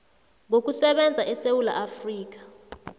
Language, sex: South Ndebele, female